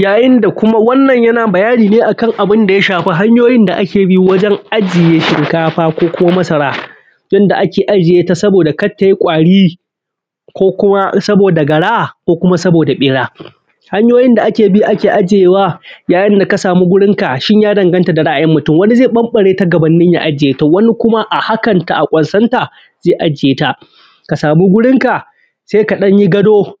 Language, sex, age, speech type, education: Hausa, male, 15-29, spontaneous, primary